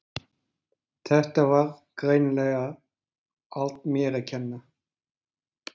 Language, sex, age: Icelandic, male, 40-49